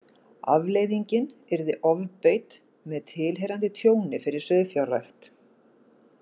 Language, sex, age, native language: Icelandic, female, 50-59, Icelandic